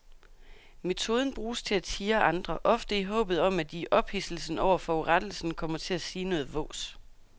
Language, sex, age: Danish, female, 32